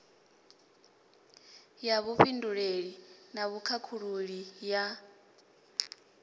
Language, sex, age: Venda, female, 25